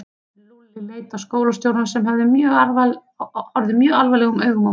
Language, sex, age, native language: Icelandic, female, 30-39, Icelandic